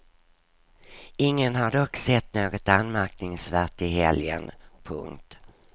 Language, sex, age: Swedish, female, 59